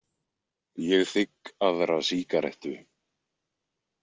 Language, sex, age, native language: Icelandic, male, 20-29, Icelandic